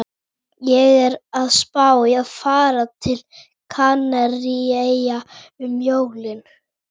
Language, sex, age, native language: Icelandic, female, 18-19, Icelandic